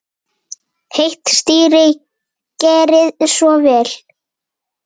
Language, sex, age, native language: Icelandic, female, 8, Icelandic